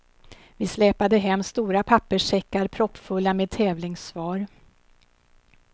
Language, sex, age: Swedish, female, 52